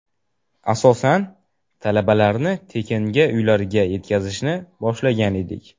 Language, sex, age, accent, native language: Uzbek, male, 12-17, Jizzax, Uzbek